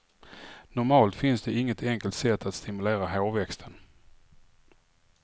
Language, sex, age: Swedish, male, 44